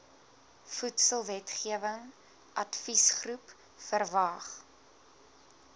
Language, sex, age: Afrikaans, female, 20